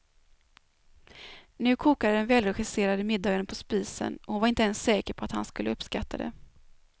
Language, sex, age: Swedish, female, 24